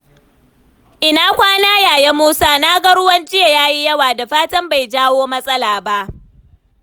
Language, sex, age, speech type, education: Hausa, female, 15-29, read, tertiary